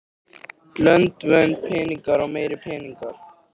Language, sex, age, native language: Icelandic, male, 13, Icelandic